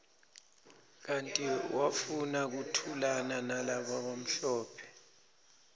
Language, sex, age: Swati, male, 26